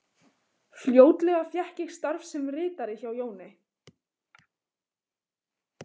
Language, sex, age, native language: Icelandic, female, 15, Icelandic